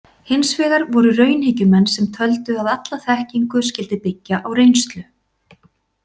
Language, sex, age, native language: Icelandic, female, 40-49, Icelandic